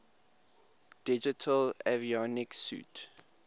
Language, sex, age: English, male, 21